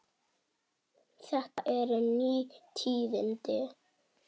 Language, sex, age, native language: Icelandic, female, 18-19, Icelandic